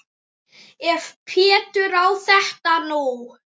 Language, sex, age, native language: Icelandic, male, 9, Icelandic